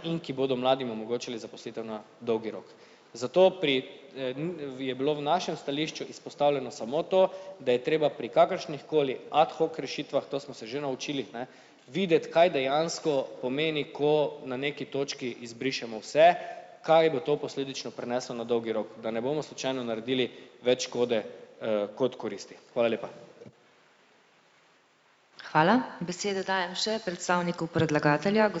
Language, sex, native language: Slovenian, male, Slovenian